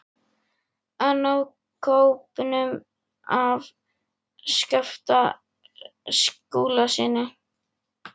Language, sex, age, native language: Icelandic, male, 11, Icelandic